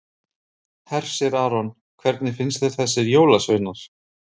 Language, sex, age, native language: Icelandic, male, 30-39, Icelandic